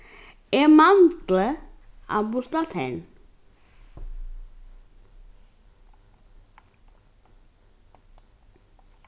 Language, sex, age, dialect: Faroese, female, 15-35, Norðurstreymoy/Eysturoy